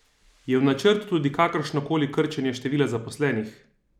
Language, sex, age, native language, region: Slovenian, male, 30-49, Slovenian, Savinja region